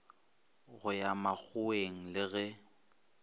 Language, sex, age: Northern Sotho, male, 23